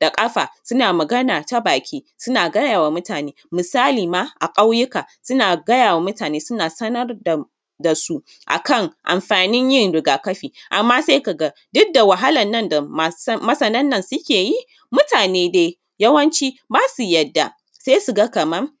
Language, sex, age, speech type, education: Hausa, female, 15-29, spontaneous, tertiary